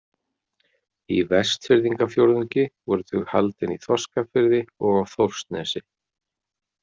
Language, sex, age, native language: Icelandic, male, 40-49, Icelandic